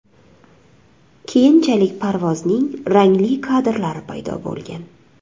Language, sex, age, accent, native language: Uzbek, female, 25-34, Surxondaryo, Uzbek